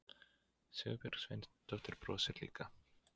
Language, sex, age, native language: Icelandic, male, 20-29, Icelandic